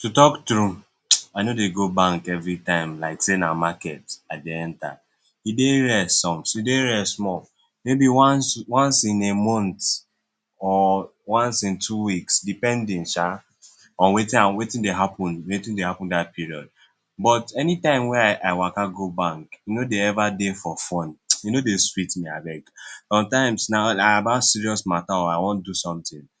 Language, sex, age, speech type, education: Nigerian Pidgin, male, 15-29, spontaneous, secondary